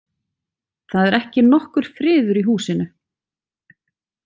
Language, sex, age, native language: Icelandic, female, 40-49, Icelandic